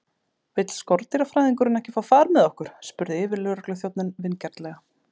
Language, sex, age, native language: Icelandic, female, 30-39, Icelandic